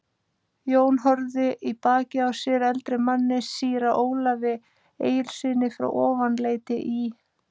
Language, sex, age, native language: Icelandic, female, 30-39, Icelandic